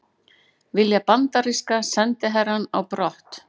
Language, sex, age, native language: Icelandic, female, 40-49, Icelandic